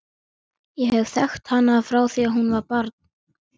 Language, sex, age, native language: Icelandic, male, 12, Icelandic